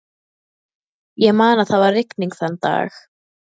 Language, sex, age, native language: Icelandic, female, 12, Icelandic